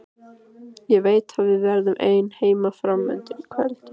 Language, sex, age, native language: Icelandic, female, 15, Icelandic